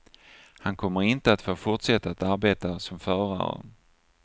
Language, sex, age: Swedish, male, 49